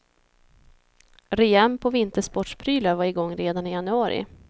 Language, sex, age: Swedish, female, 26